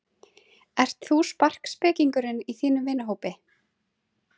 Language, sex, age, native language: Icelandic, female, 30-39, Icelandic